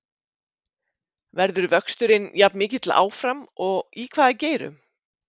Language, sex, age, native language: Icelandic, female, 50-59, Icelandic